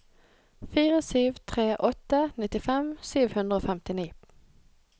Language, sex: Norwegian, female